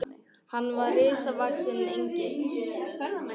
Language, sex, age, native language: Icelandic, other, 18-19, Icelandic